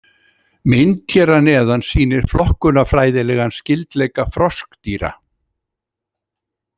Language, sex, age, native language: Icelandic, male, 60-69, Icelandic